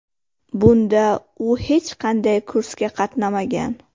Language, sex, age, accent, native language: Uzbek, female, 18-24, Qashqadaryo, Uzbek